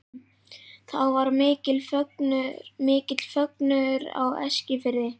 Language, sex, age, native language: Icelandic, male, 11, Icelandic